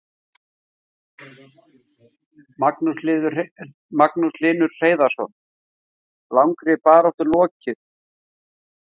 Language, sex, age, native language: Icelandic, male, 50-59, Icelandic